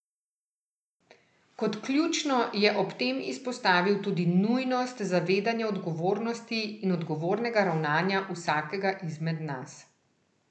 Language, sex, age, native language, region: Slovenian, female, 30-49, Slovenian, Central Slovenia